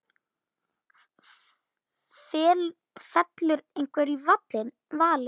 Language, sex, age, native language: Icelandic, male, 9, Icelandic